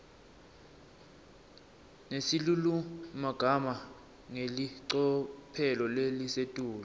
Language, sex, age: Swati, male, 19